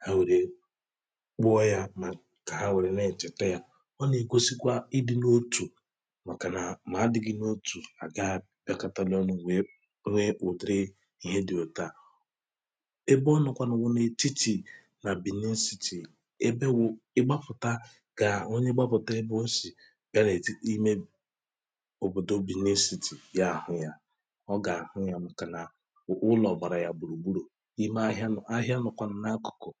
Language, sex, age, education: Igbo, male, 30-45, tertiary